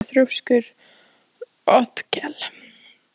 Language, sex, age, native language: Icelandic, female, 15, Icelandic